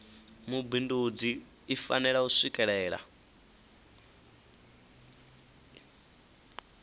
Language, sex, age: Venda, male, 19